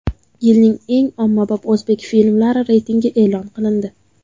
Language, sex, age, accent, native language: Uzbek, female, under 19, Toshkent viloyati, Uzbek